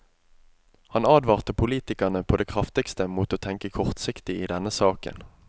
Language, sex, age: Norwegian, male, 25